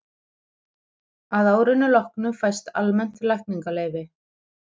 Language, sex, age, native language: Icelandic, female, 40-49, Icelandic